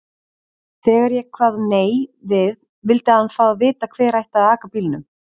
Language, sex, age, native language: Icelandic, female, 30-39, Icelandic